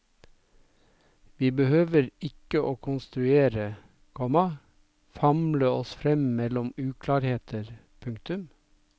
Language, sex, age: Norwegian, male, 57